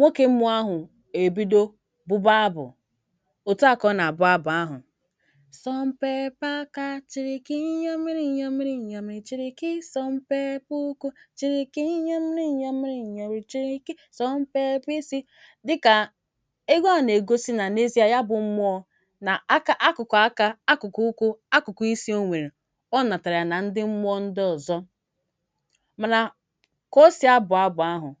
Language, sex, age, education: Igbo, female, 46-60, tertiary